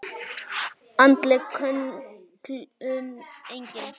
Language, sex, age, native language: Icelandic, male, 9, Icelandic